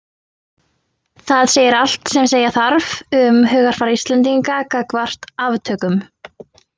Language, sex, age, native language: Icelandic, female, 20-29, Icelandic